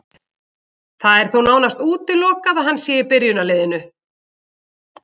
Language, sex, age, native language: Icelandic, female, 40-49, Icelandic